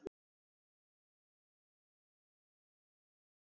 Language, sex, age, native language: Icelandic, male, 12, Icelandic